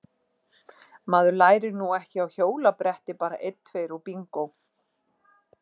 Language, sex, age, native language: Icelandic, female, 40-49, Icelandic